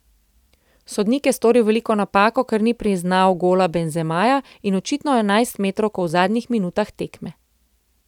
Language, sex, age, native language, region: Slovenian, female, 30-49, Slovenian, Central Slovenia